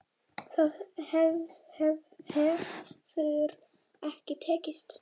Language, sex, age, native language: Icelandic, female, 8, Icelandic